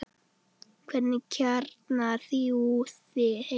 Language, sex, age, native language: Icelandic, male, 10, Icelandic